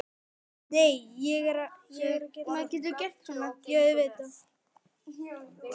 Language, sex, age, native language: Icelandic, male, 9, Icelandic